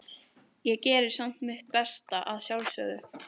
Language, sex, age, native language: Icelandic, female, 18-19, Icelandic